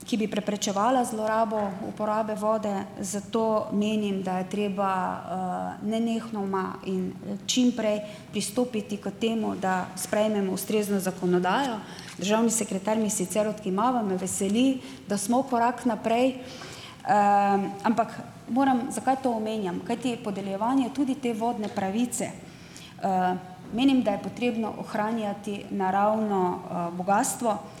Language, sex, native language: Slovenian, female, Slovenian